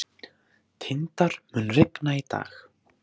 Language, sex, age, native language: Icelandic, male, 14, Icelandic